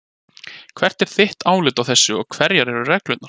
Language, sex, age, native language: Icelandic, male, 20-29, Icelandic